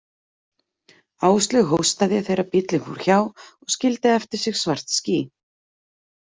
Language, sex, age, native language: Icelandic, female, 40-49, Icelandic